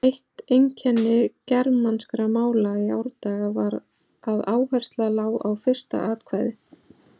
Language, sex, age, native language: Icelandic, female, 40-49, Icelandic